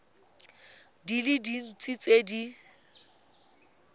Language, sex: Tswana, female